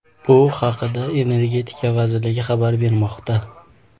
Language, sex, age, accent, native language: Uzbek, male, 18-24, Farg'ona, Uzbek